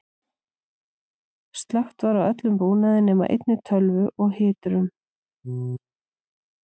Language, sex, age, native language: Icelandic, female, 40-49, Icelandic